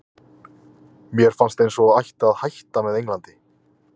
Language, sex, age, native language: Icelandic, male, 20-29, Icelandic